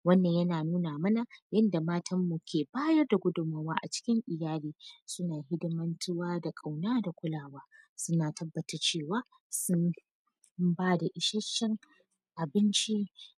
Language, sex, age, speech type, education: Hausa, female, 15-29, spontaneous, tertiary